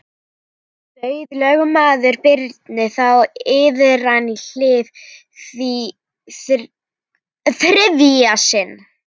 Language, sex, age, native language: Icelandic, female, 11, Icelandic